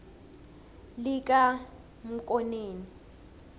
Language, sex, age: South Ndebele, female, 21